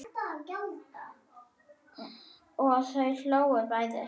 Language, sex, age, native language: Icelandic, female, 9, Icelandic